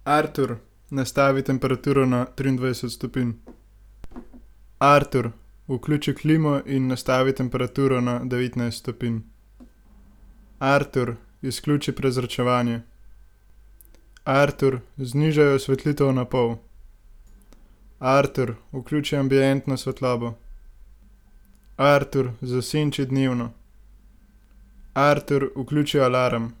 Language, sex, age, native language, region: Slovenian, male, 18-29, Slovenian, Gorenjska region